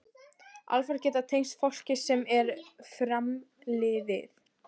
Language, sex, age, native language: Icelandic, female, 12, Icelandic